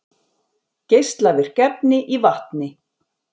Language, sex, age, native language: Icelandic, female, 40-49, Icelandic